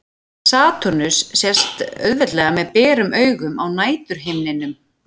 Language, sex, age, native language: Icelandic, female, 40-49, Icelandic